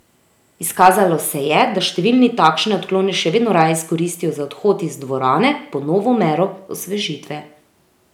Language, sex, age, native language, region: Slovenian, female, 30-49, Slovenian, Drava region